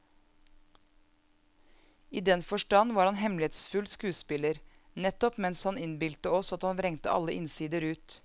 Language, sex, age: Norwegian, female, 34